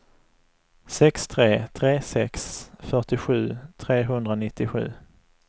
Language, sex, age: Swedish, male, 35